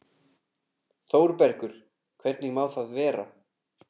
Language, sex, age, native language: Icelandic, male, 30-39, Icelandic